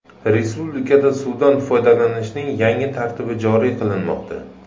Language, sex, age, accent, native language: Uzbek, male, 25-34, Samarqand, Uzbek